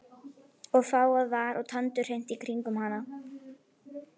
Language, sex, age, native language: Icelandic, female, 11, Icelandic